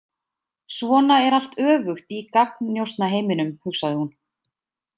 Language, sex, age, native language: Icelandic, female, 20-29, Icelandic